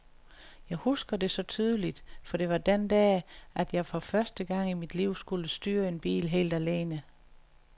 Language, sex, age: Danish, female, 61